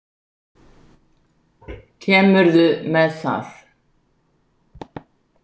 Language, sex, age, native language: Icelandic, female, 60-69, Icelandic